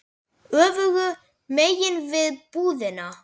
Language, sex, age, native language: Icelandic, male, 10, Icelandic